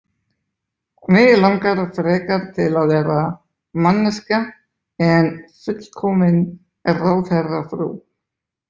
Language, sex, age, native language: Icelandic, male, 20-29, Icelandic